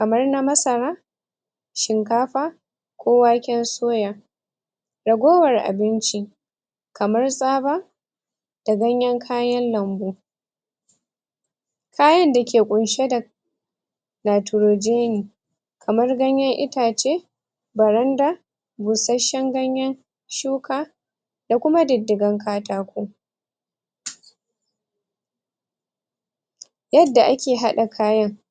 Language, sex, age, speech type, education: Hausa, female, 15-29, spontaneous, tertiary